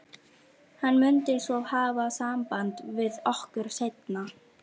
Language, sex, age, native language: Icelandic, female, 13, Icelandic